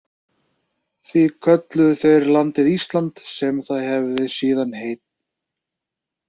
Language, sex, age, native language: Icelandic, male, 30-39, Icelandic